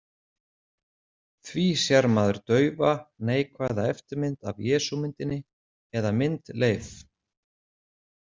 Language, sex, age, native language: Icelandic, male, 40-49, Icelandic